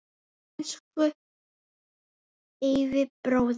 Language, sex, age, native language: Icelandic, female, 9, Icelandic